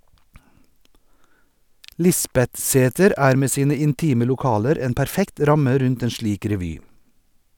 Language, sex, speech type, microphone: Norwegian, male, read, Sennheiser